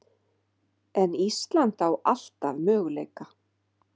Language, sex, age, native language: Icelandic, female, 50-59, Icelandic